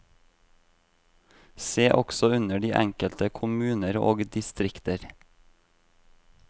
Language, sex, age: Norwegian, male, 26